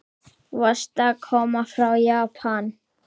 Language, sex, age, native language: Icelandic, male, 8, Icelandic